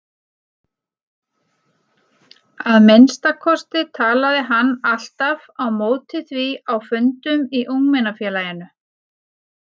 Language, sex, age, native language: Icelandic, female, 40-49, Icelandic